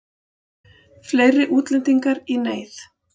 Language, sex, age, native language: Icelandic, female, 40-49, Icelandic